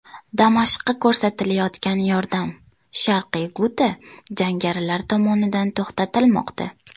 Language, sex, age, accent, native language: Uzbek, female, 19-29, Toshkent viloyati, Uzbek